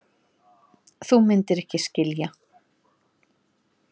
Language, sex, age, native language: Icelandic, female, 40-49, Icelandic